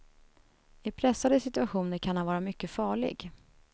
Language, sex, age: Swedish, female, 21